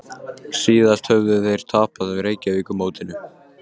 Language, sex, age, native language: Icelandic, male, 18-19, Icelandic